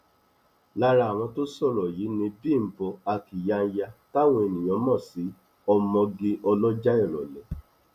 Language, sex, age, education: Yoruba, male, 30-45, tertiary